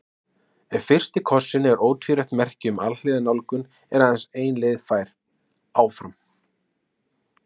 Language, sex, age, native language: Icelandic, male, 30-39, Icelandic